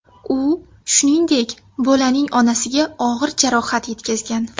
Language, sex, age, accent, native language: Uzbek, female, 19-29, Surxondaryo, Uzbek